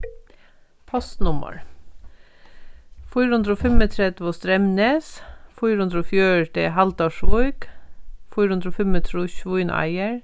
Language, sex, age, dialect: Faroese, female, 36-60, Sandoy